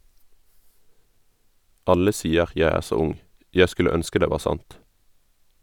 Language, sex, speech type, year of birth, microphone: Norwegian, male, read, 1991, Sennheiser